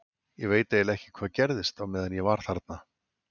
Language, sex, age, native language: Icelandic, male, 40-49, Icelandic